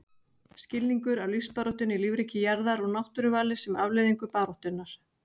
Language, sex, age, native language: Icelandic, female, 40-49, Icelandic